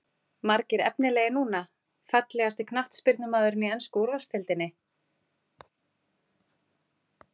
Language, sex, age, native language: Icelandic, female, 40-49, Icelandic